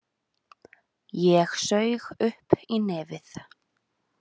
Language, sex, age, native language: Icelandic, female, 20-29, Icelandic